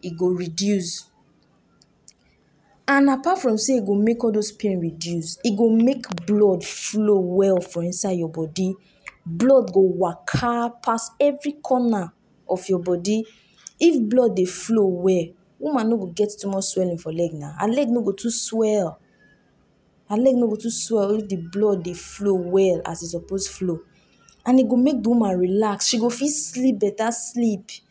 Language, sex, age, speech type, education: Nigerian Pidgin, female, 46-60, spontaneous, tertiary